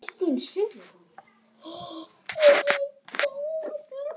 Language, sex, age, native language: Icelandic, female, 9, Icelandic